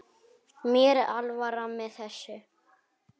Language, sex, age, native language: Icelandic, male, 6, Icelandic